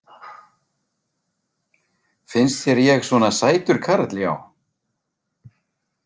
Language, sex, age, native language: Icelandic, male, 40-49, Icelandic